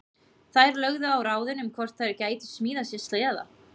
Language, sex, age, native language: Icelandic, female, 20-29, Icelandic